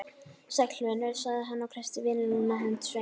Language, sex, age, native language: Icelandic, female, 11, Icelandic